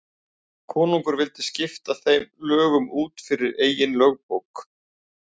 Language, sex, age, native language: Icelandic, male, 40-49, Icelandic